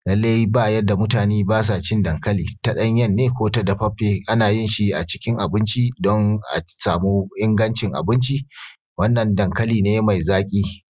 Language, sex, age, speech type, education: Hausa, male, 30-45, spontaneous, tertiary